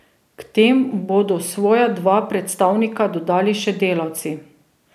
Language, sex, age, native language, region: Slovenian, female, 30-49, Slovenian, Drava region